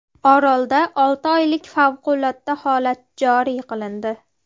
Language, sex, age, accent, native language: Uzbek, female, 18-24, Farg'ona, Uzbek